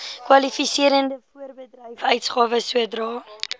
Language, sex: Afrikaans, female